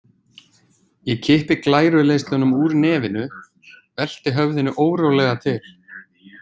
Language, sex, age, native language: Icelandic, male, 20-29, Icelandic